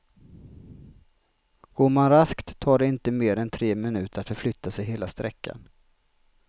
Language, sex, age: Swedish, male, 33